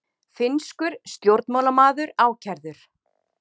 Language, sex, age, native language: Icelandic, female, 30-39, Icelandic